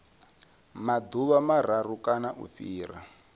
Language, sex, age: Venda, male, 22